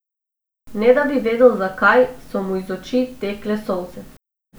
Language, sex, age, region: Slovenian, female, 18-29, Abroad